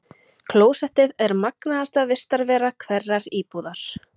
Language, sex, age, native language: Icelandic, female, 30-39, Icelandic